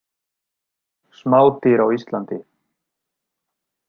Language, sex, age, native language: Icelandic, male, 30-39, Icelandic